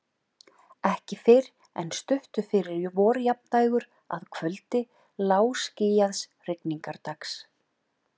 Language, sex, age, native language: Icelandic, male, 11, Icelandic